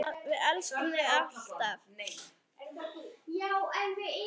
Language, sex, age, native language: Icelandic, female, 9, Icelandic